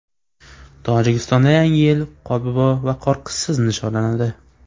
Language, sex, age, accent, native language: Uzbek, male, 18-24, Farg'ona, Uzbek